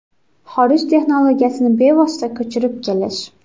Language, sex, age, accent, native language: Uzbek, female, 18-24, Xorazm, Uzbek